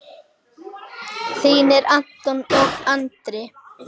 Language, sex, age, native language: Icelandic, male, 8, Icelandic